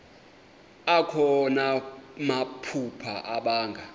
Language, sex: Xhosa, male